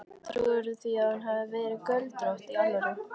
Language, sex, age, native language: Icelandic, female, 13, Icelandic